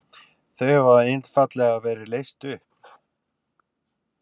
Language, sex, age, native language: Icelandic, male, 50-59, Icelandic